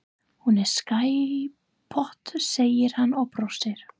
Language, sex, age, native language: Icelandic, female, 30-39, English